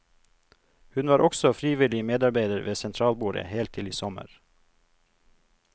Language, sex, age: Norwegian, male, 42